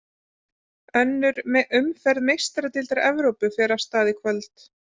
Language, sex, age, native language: Icelandic, female, 30-39, Icelandic